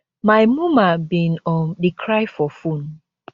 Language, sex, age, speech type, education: Nigerian Pidgin, female, 15-29, spontaneous, tertiary